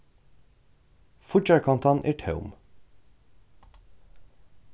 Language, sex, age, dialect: Faroese, male, 36-60, Norðurstreymoy/Eysturoy